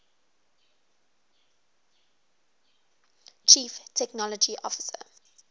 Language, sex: English, female